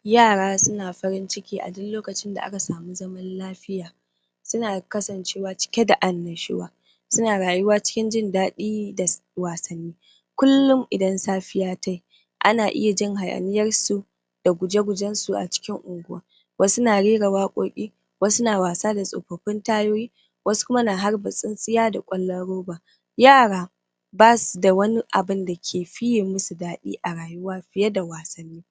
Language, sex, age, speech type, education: Hausa, female, 15-29, spontaneous, primary